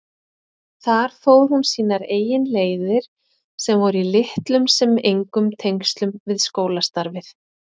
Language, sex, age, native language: Icelandic, female, 40-49, Icelandic